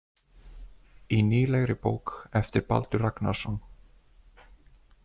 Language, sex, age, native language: Icelandic, male, 20-29, Icelandic